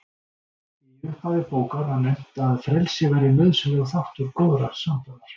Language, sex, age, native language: Icelandic, male, 60-69, Icelandic